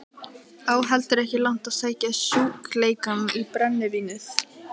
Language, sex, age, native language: Icelandic, female, 12, Icelandic